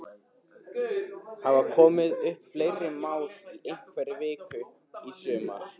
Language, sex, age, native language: Icelandic, male, 15, Icelandic